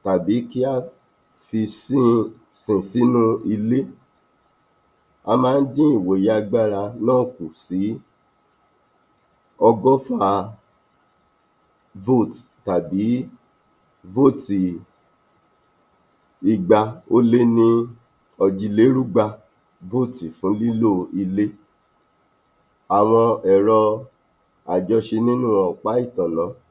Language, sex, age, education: Yoruba, male, 46-60, tertiary